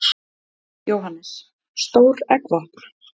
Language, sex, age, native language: Icelandic, female, 20-29, Icelandic